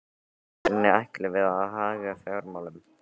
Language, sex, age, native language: Icelandic, male, 13, Icelandic